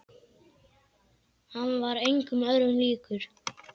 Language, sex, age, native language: Icelandic, male, 10, Icelandic